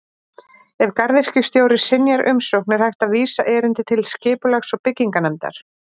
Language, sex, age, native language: Icelandic, female, 40-49, Icelandic